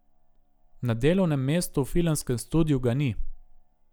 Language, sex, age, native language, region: Slovenian, male, 18-29, Slovenian, Gorica region